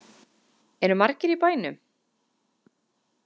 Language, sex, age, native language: Icelandic, female, 30-39, Icelandic